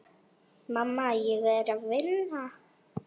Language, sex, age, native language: Icelandic, female, 10, Polish